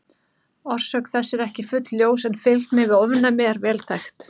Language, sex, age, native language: Icelandic, female, 30-39, Icelandic